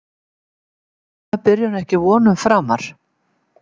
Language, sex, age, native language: Icelandic, female, 70-79, Icelandic